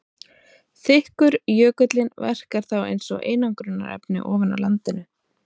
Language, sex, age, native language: Icelandic, female, 30-39, Icelandic